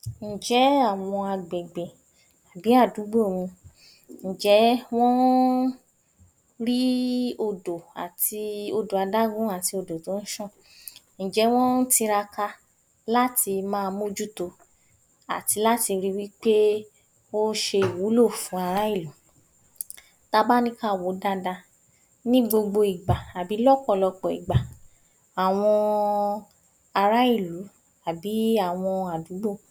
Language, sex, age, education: Yoruba, female, 46-60, tertiary